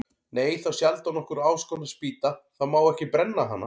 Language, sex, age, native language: Icelandic, male, 40-49, Icelandic